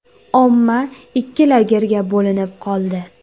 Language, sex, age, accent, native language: Uzbek, female, 18-24, Jizzax, Uzbek